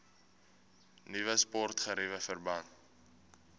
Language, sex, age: Afrikaans, male, 18